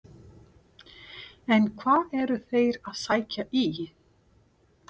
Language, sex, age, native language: Icelandic, female, 40-49, Portuguese